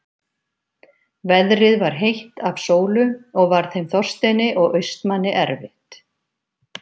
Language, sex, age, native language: Icelandic, female, 50-59, Icelandic